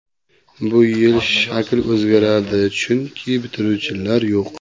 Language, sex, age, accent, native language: Uzbek, male, 25-34, Sirdaryo, Uzbek